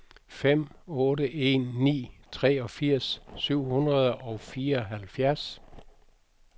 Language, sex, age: Danish, male, 62